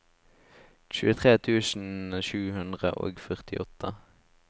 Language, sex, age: Norwegian, male, 18